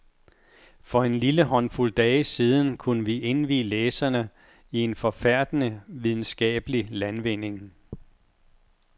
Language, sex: Danish, male